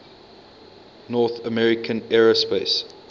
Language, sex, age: English, male, 22